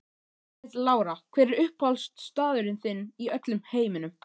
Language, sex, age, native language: Icelandic, male, 13, Icelandic